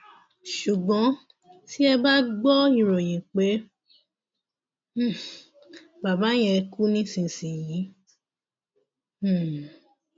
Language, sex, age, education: Yoruba, female, 15-29, tertiary